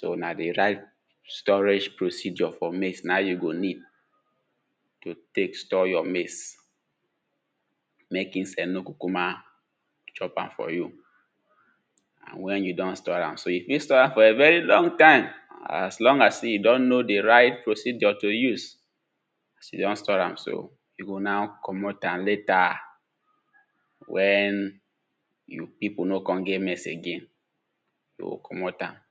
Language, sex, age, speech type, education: Nigerian Pidgin, male, 15-29, spontaneous, tertiary